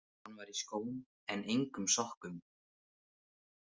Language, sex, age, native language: Icelandic, male, 18-19, Icelandic